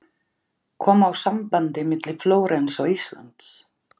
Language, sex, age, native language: Icelandic, other, 11, Icelandic